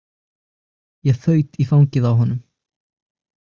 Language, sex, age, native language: Icelandic, male, 20-29, Icelandic